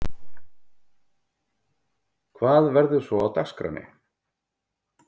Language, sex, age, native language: Icelandic, male, 50-59, Icelandic